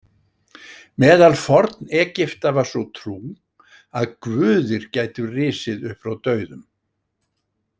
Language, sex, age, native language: Icelandic, male, 60-69, Icelandic